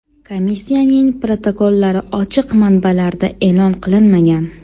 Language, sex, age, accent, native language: Uzbek, female, 18-24, Toshkent shahri, Uzbek